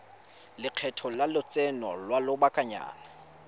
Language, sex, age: Tswana, male, 25